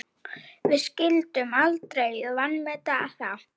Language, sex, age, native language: Icelandic, female, 9, Icelandic